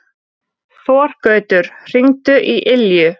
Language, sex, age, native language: Icelandic, female, 20-29, Icelandic